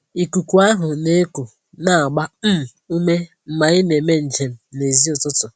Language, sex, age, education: Igbo, female, 15-29, tertiary